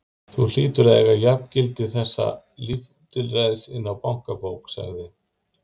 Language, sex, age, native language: Icelandic, male, 50-59, Icelandic